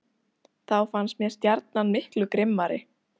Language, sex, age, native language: Icelandic, female, 40-49, Icelandic